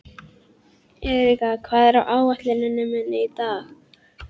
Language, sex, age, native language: Icelandic, female, 11, Icelandic